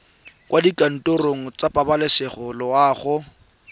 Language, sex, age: Tswana, male, 23